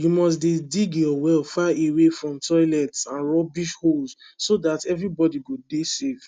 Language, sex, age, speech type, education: Nigerian Pidgin, male, 15-29, spontaneous, tertiary